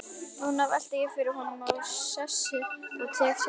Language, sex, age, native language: Icelandic, female, 11, Icelandic